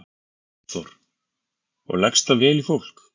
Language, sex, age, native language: Icelandic, male, 40-49, Icelandic